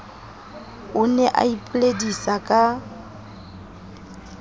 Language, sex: Southern Sotho, female